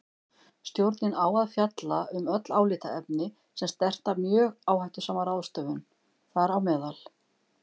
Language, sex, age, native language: Icelandic, female, 50-59, Icelandic